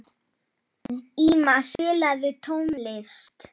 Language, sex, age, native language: Icelandic, male, 12, Polish